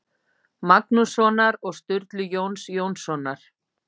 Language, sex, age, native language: Icelandic, female, 50-59, Icelandic